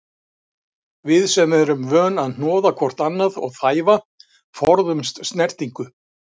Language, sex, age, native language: Icelandic, male, 60-69, Icelandic